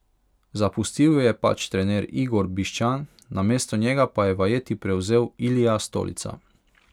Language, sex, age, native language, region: Slovenian, male, 18-29, Hungarian, Pomurje region